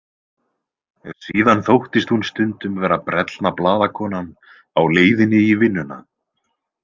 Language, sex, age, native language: Icelandic, male, 20-29, Icelandic